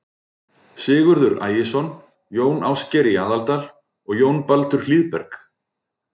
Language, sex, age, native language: Icelandic, male, 40-49, Icelandic